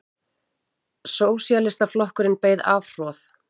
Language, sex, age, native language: Icelandic, female, 40-49, Icelandic